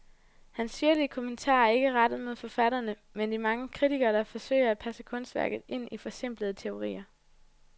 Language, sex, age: Danish, female, 20